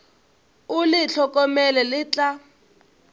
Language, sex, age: Northern Sotho, female, 22